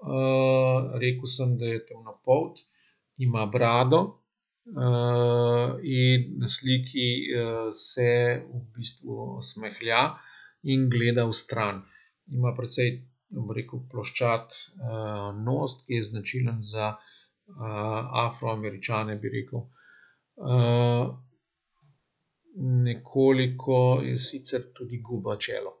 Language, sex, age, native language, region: Slovenian, male, 50-59, Slovenian, Central Slovenia